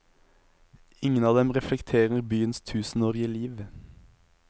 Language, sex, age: Norwegian, male, 23